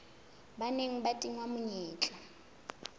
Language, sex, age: Southern Sotho, female, 22